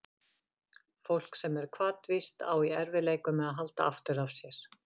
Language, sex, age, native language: Icelandic, female, 50-59, Icelandic